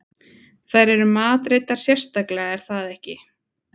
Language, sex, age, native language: Icelandic, female, 20-29, Icelandic